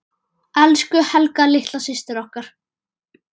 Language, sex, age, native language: Icelandic, male, 9, Icelandic